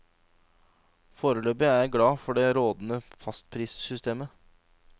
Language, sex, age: Norwegian, male, 26